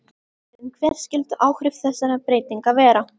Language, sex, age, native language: Icelandic, female, 12, Icelandic